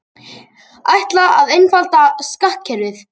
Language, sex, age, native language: Icelandic, male, 18-19, Icelandic